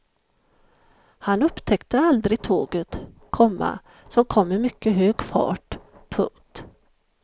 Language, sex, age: Swedish, female, 51